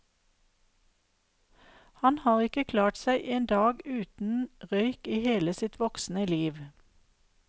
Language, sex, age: Norwegian, female, 52